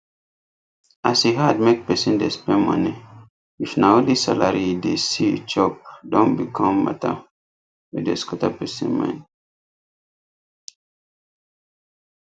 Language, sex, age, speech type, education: Nigerian Pidgin, male, 15-29, spontaneous, tertiary